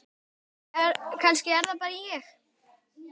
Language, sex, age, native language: Icelandic, female, 10, Icelandic